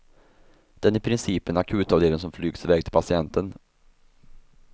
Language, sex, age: Swedish, male, 24